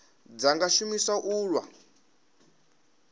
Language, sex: Venda, male